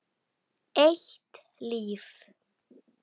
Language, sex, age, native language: Icelandic, male, 8, Icelandic